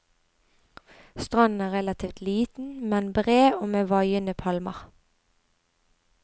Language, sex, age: Norwegian, female, 25